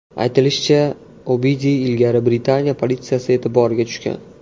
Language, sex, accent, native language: Uzbek, male, Andijon, Uzbek